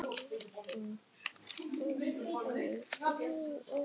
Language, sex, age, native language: Icelandic, other, 11, Icelandic